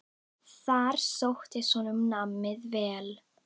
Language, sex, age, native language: Icelandic, female, 9, Icelandic